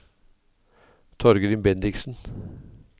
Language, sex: Norwegian, male